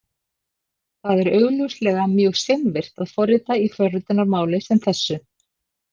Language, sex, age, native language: Icelandic, female, 50-59, Icelandic